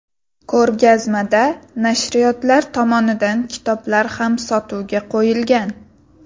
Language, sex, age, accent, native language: Uzbek, female, 18-24, Sirdaryo, Uzbek